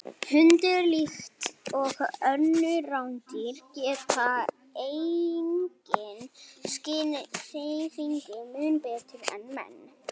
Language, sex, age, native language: Icelandic, female, 18-19, Icelandic